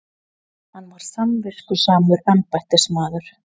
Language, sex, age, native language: Icelandic, female, 20-29, Icelandic